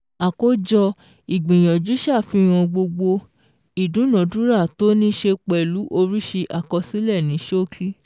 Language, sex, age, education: Yoruba, female, 15-29, secondary